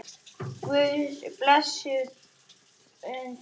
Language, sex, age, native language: Icelandic, male, 9, Icelandic